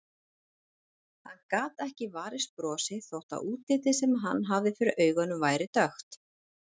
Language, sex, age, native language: Icelandic, female, 40-49, Icelandic